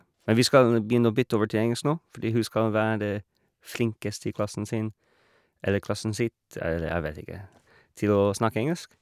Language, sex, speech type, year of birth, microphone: Norwegian, male, spontaneous, 1981, Shure